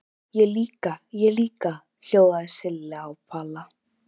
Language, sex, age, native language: Icelandic, female, 11, Icelandic